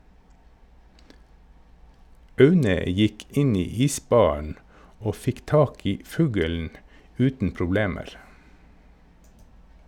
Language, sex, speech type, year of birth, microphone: Norwegian, male, read, 1969, Shure